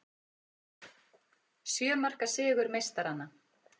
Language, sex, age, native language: Icelandic, female, 40-49, Icelandic